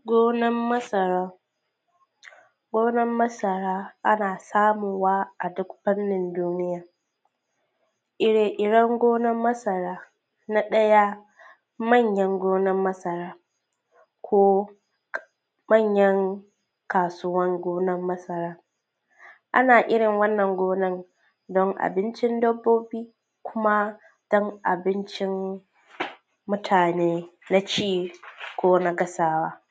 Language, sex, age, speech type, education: Hausa, female, 15-29, spontaneous, tertiary